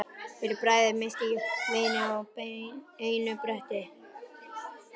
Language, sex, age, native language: Icelandic, male, 11, Icelandic